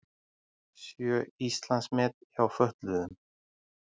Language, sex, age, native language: Icelandic, male, 40-49, Icelandic